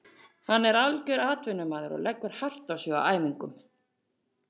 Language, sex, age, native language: Icelandic, female, 40-49, Icelandic